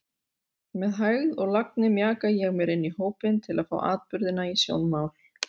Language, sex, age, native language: Icelandic, female, 40-49, Icelandic